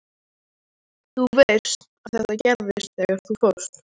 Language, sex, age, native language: Icelandic, male, 14, Icelandic